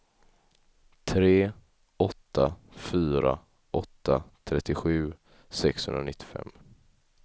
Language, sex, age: Swedish, male, 18